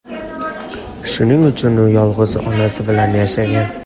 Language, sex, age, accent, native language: Uzbek, male, 19-29, Namangan, Uzbek